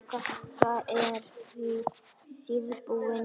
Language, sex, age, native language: Icelandic, male, 10, Icelandic